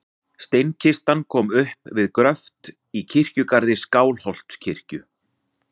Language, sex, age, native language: Icelandic, male, 40-49, Icelandic